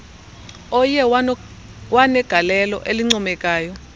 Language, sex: Xhosa, female